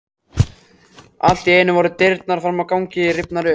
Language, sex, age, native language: Icelandic, male, 14, Icelandic